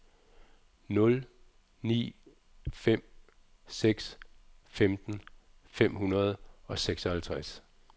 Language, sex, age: Danish, male, 46